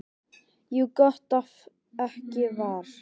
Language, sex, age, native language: Icelandic, male, 18-19, Icelandic